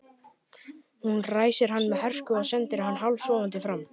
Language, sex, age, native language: Icelandic, male, 11, Icelandic